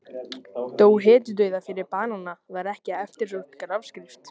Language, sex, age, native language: Icelandic, male, 14, Icelandic